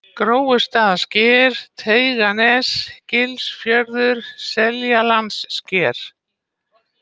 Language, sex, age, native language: Icelandic, female, 60-69, Icelandic